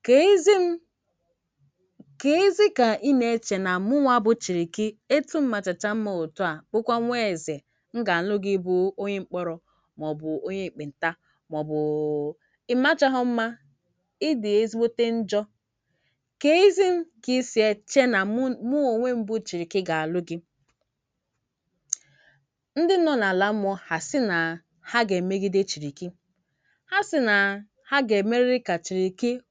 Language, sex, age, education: Igbo, female, 46-60, tertiary